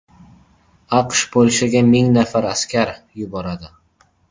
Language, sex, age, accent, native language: Uzbek, male, 12-17, Jizzax, Uzbek